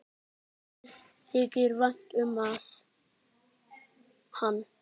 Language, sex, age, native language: Icelandic, male, 9, Icelandic